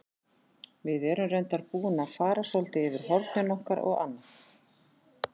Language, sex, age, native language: Icelandic, female, 40-49, Icelandic